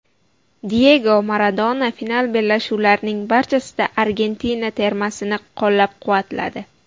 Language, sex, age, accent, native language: Uzbek, female, 19-29, Buxoro, Uzbek